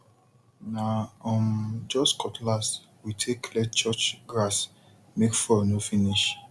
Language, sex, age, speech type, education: Nigerian Pidgin, male, 30-45, spontaneous, tertiary